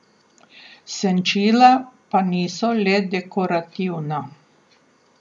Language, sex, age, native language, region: Slovenian, female, 60+, Slovenian, Southeast Slovenia